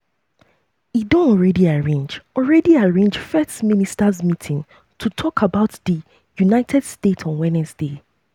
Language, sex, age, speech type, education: Nigerian Pidgin, female, 15-29, spontaneous, tertiary